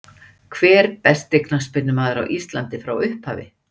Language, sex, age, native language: Icelandic, female, 60-69, Icelandic